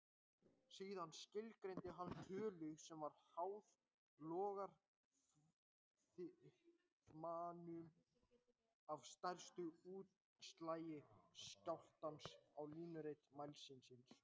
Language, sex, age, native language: Icelandic, male, 18-19, Icelandic